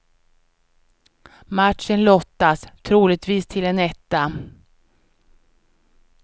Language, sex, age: Swedish, female, 49